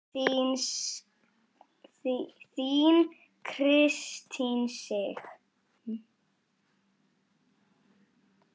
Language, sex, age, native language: Icelandic, male, 8, Icelandic